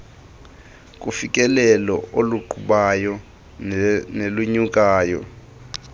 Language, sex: Xhosa, male